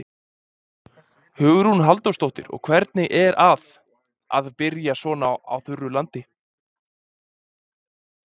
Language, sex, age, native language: Icelandic, male, 20-29, Icelandic